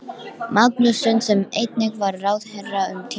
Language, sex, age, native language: Icelandic, female, 12, Icelandic